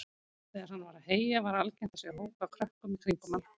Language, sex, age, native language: Icelandic, female, 50-59, Icelandic